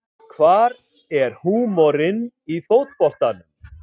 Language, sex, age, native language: Icelandic, male, 50-59, Icelandic